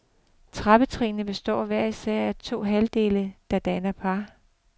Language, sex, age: Danish, female, 42